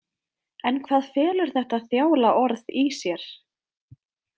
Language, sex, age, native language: Icelandic, female, 20-29, Icelandic